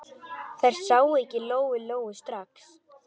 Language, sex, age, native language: Icelandic, male, 10, Icelandic